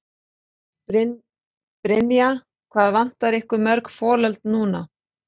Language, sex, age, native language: Icelandic, female, 40-49, Icelandic